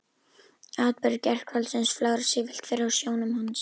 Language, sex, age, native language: Icelandic, female, 11, Icelandic